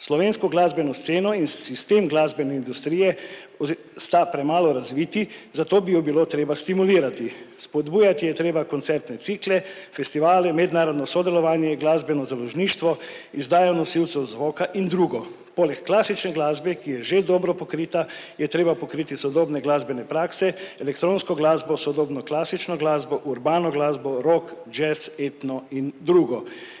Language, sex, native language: Slovenian, male, Slovenian